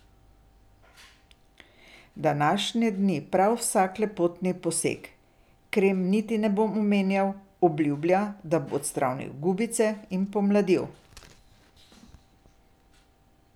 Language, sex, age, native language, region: Slovenian, female, 60+, Slovenian, Drava region